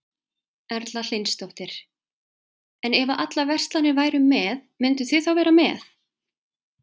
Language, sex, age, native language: Icelandic, female, 30-39, Icelandic